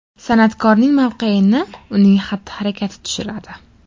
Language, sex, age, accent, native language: Uzbek, female, 12-17, Farg'ona, Uzbek